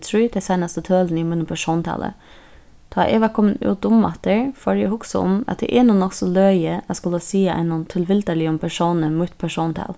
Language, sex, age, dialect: Faroese, female, 15-35, Suðurstreymoy